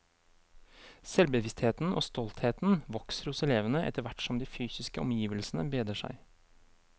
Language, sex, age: Norwegian, male, 23